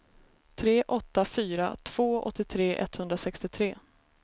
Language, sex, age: Swedish, female, 33